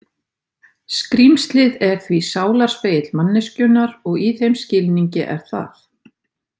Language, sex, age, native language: Icelandic, female, 50-59, Icelandic